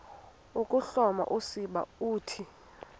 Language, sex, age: Xhosa, female, 21